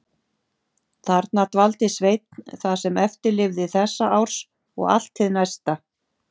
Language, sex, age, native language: Icelandic, female, 50-59, Icelandic